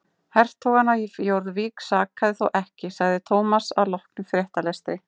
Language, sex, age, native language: Icelandic, female, 30-39, Icelandic